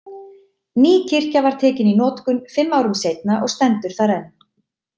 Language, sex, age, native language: Icelandic, female, 30-39, Icelandic